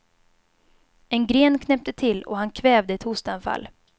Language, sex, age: Swedish, female, 22